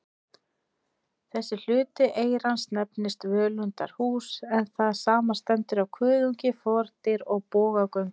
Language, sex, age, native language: Icelandic, female, 30-39, Icelandic